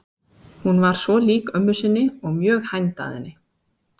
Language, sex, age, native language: Icelandic, female, 30-39, Icelandic